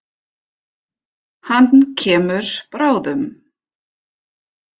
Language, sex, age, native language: Icelandic, female, 50-59, German